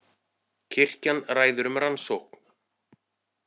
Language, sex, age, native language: Icelandic, male, 40-49, Icelandic